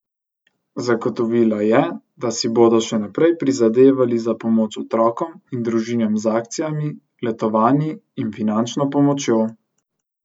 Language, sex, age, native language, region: Slovenian, male, 18-29, Slovenian, Central Slovenia